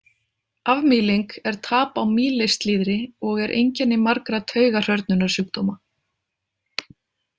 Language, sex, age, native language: Icelandic, female, 30-39, Icelandic